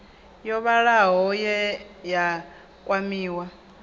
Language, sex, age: Venda, female, 19